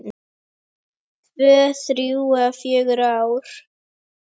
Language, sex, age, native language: Icelandic, female, 9, Icelandic